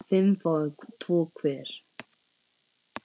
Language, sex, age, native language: Icelandic, male, 10, Icelandic